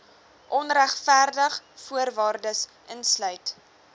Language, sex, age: Afrikaans, female, 20